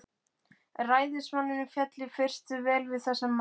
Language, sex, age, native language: Icelandic, male, 12, Icelandic